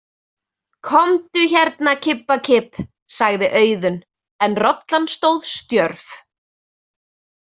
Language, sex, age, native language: Icelandic, female, 20-29, Icelandic